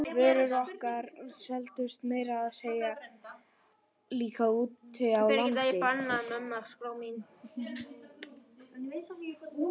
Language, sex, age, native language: Icelandic, female, 11, Icelandic